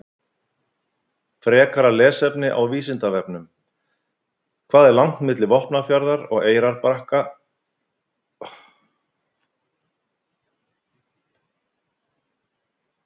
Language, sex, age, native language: Icelandic, male, 50-59, Icelandic